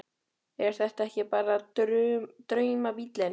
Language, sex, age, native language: Icelandic, male, 12, Icelandic